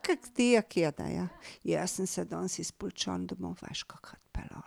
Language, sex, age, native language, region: Slovenian, female, 50-59, Slovenian, Drava region